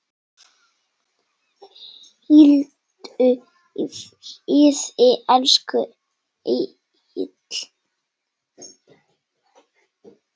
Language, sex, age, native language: Icelandic, male, 7, Icelandic